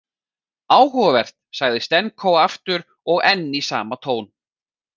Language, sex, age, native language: Icelandic, male, 40-49, Icelandic